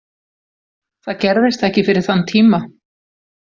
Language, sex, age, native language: Icelandic, female, 40-49, Icelandic